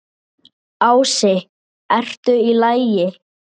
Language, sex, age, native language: Icelandic, male, 8, Icelandic